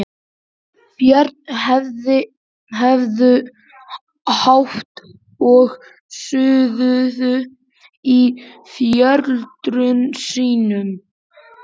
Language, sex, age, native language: Icelandic, male, 11, Icelandic